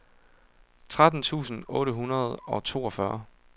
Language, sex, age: Danish, male, 22